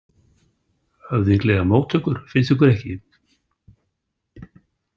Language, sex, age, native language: Icelandic, male, 60-69, Icelandic